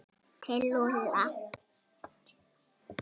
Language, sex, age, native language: Icelandic, male, 6, Icelandic